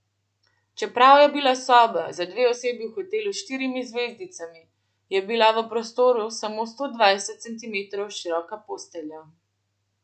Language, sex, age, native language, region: Slovenian, female, 18-29, Slovenian, Central Slovenia